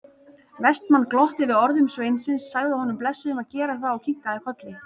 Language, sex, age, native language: Icelandic, female, 30-39, Icelandic